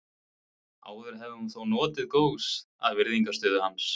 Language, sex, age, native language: Icelandic, male, 20-29, Icelandic